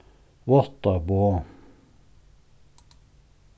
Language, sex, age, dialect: Faroese, male, 61+, Suðurstreymoy